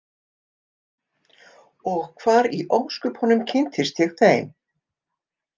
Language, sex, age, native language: Icelandic, female, 50-59, Icelandic